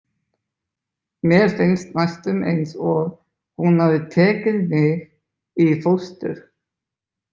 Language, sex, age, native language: Icelandic, male, 20-29, Icelandic